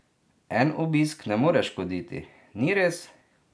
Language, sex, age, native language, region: Slovenian, male, 30-49, Slovenian, Drava region